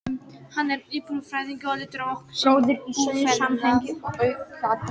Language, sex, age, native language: Icelandic, female, 18-19, Polish